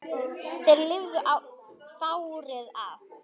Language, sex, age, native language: Icelandic, male, 10, Icelandic